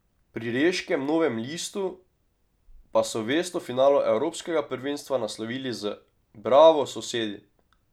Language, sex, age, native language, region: Slovenian, male, 18-29, Slovenian, Drava region